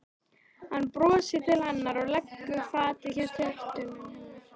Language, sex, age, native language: Icelandic, female, 13, Icelandic